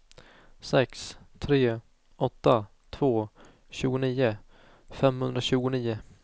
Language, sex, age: Swedish, male, 19